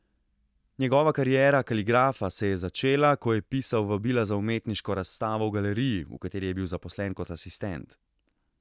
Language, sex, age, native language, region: Slovenian, male, 30-49, Slovenian, Central Slovenia